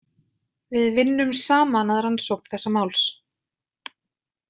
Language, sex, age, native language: Icelandic, female, 20-29, Icelandic